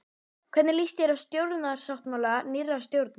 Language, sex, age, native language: Icelandic, female, 11, Icelandic